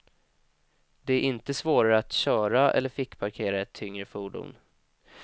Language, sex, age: Swedish, male, 25